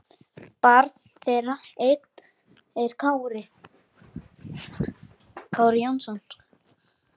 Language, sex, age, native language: Icelandic, male, 10, Icelandic